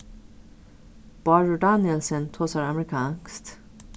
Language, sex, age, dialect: Faroese, female, 36-60, Suðurstreymoy